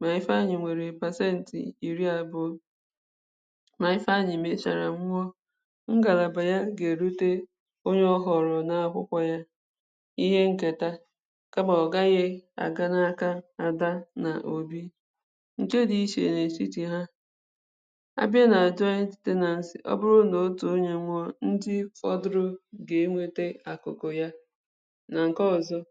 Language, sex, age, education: Igbo, female, 30-45, primary